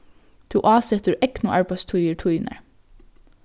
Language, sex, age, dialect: Faroese, female, 15-35, Norðurstreymoy/Eysturoy